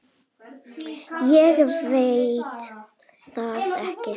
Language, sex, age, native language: Icelandic, female, 10, Icelandic